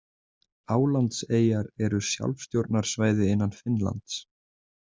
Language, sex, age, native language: Icelandic, male, 20-29, Icelandic